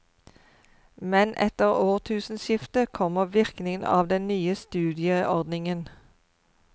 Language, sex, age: Norwegian, female, 52